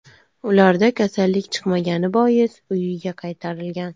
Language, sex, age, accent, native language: Uzbek, female, 19-29, Toshkent viloyati, Uzbek